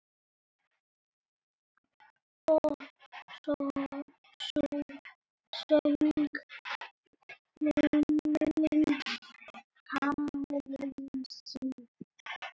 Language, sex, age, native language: Icelandic, male, 7, Icelandic